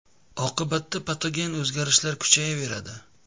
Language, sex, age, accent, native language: Uzbek, male, 25-34, Jizzax, Uzbek